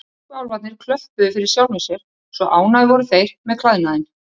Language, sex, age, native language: Icelandic, male, 30-39, Icelandic